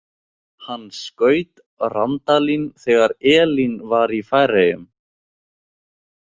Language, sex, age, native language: Icelandic, male, 18-19, Icelandic